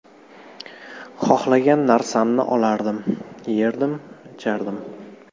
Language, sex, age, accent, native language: Uzbek, male, 18-24, Jizzax, Uzbek